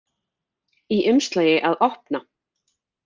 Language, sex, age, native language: Icelandic, female, 40-49, Icelandic